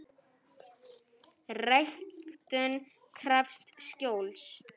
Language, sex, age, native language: Icelandic, female, 9, Icelandic